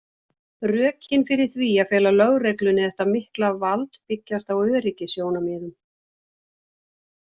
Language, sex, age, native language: Icelandic, female, 60-69, Icelandic